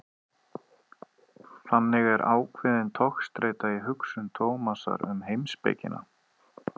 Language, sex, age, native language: Icelandic, male, 30-39, Icelandic